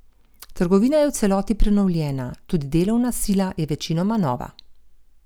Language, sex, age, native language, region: Slovenian, female, 50-59, Slovenian, Gorenjska region